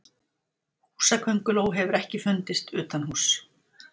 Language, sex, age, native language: Icelandic, female, 60-69, Icelandic